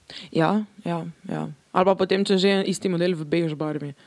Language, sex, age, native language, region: Slovenian, female, 18-29, Slovenian, Drava region